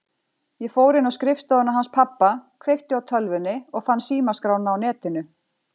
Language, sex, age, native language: Icelandic, female, 40-49, Icelandic